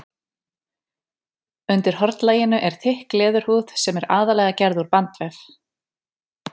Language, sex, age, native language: Icelandic, female, 30-39, Icelandic